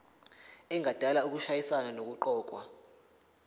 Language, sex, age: Zulu, male, 19